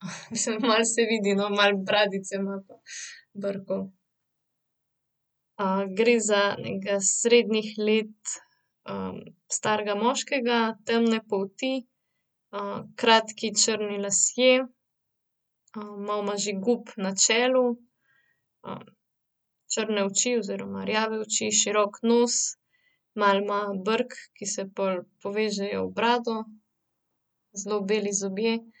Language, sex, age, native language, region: Slovenian, female, 30-49, Slovenian, Central Slovenia